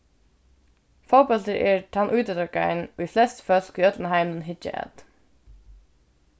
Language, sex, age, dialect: Faroese, female, 15-35, Suðurstreymoy